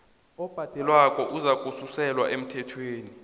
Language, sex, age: South Ndebele, male, 22